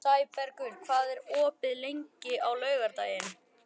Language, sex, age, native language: Icelandic, male, 11, Icelandic